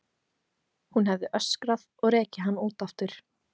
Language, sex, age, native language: Icelandic, female, 15, Icelandic